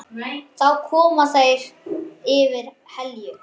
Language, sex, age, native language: Icelandic, male, 9, Icelandic